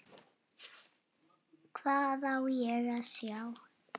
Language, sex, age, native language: Icelandic, female, 7, Icelandic